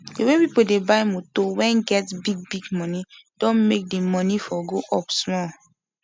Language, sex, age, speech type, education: Nigerian Pidgin, female, 15-29, spontaneous, secondary